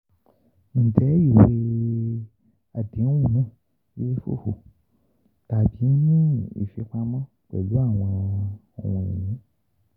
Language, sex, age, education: Yoruba, male, 15-29, tertiary